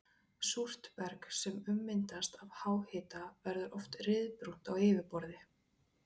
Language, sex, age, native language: Icelandic, female, 20-29, Icelandic